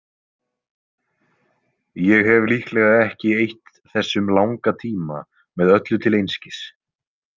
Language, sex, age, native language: Icelandic, male, 20-29, Icelandic